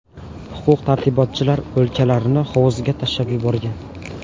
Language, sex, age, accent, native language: Uzbek, male, 18-24, Farg'ona, Uzbek